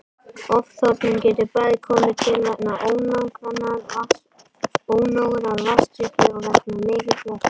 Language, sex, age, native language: Icelandic, male, 18-19, Icelandic